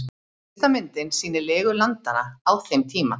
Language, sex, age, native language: Icelandic, female, 30-39, Icelandic